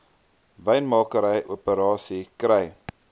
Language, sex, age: Afrikaans, male, 22